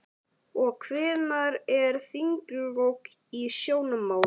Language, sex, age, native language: Icelandic, male, 11, Icelandic